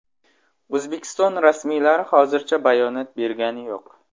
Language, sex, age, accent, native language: Uzbek, male, 25-34, Samarqand, Uzbek